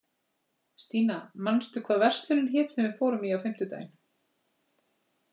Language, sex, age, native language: Icelandic, female, 40-49, Icelandic